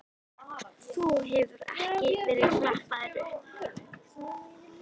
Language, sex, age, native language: Icelandic, female, 13, Icelandic